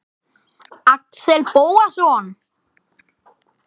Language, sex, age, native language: Icelandic, male, 10, Icelandic